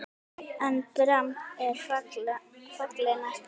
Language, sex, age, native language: Icelandic, female, 9, Icelandic